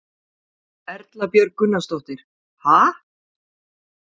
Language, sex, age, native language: Icelandic, female, 40-49, Icelandic